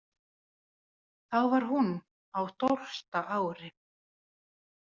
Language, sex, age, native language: Icelandic, female, 40-49, Finnish